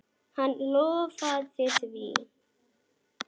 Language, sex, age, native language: Icelandic, female, 9, Icelandic